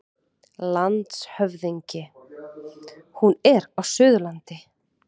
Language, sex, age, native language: Icelandic, female, 30-39, Icelandic